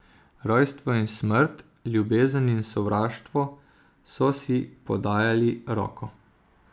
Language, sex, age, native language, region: Slovenian, male, 30-49, Slovenian, Zasavska region